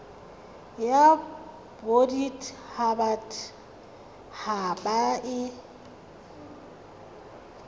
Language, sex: Tswana, female